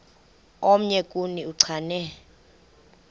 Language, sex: Xhosa, female